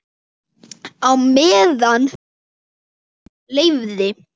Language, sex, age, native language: Icelandic, male, 8, Icelandic